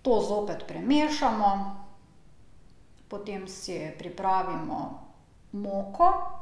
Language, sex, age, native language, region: Slovenian, female, 50-59, Slovenian, Drava region